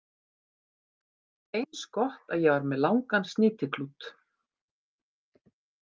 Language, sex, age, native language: Icelandic, female, 50-59, Icelandic